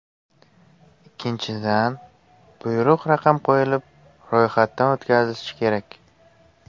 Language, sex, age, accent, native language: Uzbek, male, 18-24, Surxondaryo, Uzbek